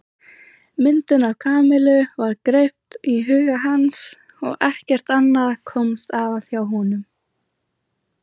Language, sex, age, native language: Icelandic, female, 20-29, Icelandic